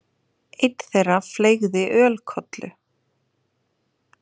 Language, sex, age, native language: Icelandic, female, 30-39, Icelandic